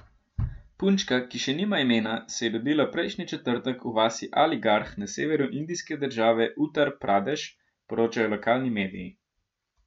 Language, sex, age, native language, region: Slovenian, male, 12-17, Slovenian, Gorenjska region